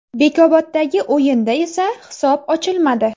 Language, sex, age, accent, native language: Uzbek, female, 19-29, Jizzax, Uzbek